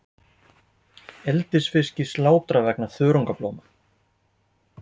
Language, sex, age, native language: Icelandic, male, 40-49, Icelandic